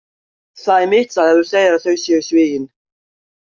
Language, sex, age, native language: Icelandic, male, 18-19, Icelandic